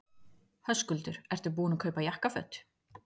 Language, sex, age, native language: Icelandic, female, 30-39, Icelandic